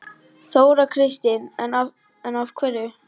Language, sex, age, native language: Icelandic, female, 9, Icelandic